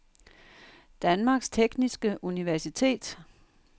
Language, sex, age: Danish, female, 58